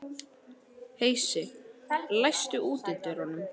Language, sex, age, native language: Icelandic, male, 11, Icelandic